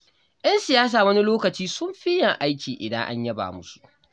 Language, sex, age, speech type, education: Hausa, male, 15-29, read, tertiary